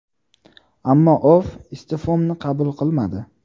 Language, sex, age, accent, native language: Uzbek, male, 18-24, Toshkent viloyati, Uzbek